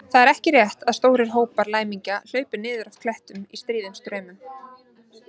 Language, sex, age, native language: Icelandic, female, 30-39, Icelandic